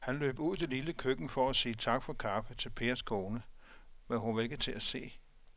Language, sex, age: Danish, male, 57